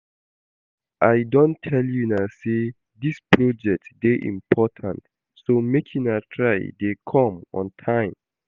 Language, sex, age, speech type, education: Nigerian Pidgin, male, 15-29, read, secondary